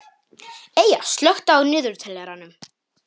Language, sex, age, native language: Icelandic, male, 18-19, Polish